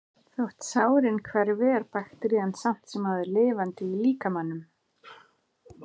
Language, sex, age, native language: Icelandic, female, 40-49, Icelandic